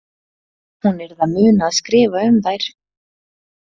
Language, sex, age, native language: Icelandic, female, 30-39, Icelandic